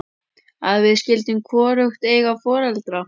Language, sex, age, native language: Icelandic, male, 12, Icelandic